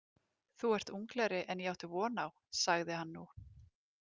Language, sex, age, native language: Icelandic, female, 30-39, Icelandic